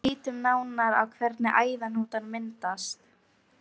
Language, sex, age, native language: Icelandic, female, 18-19, Icelandic